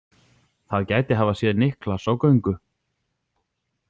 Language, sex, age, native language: Icelandic, male, 40-49, Icelandic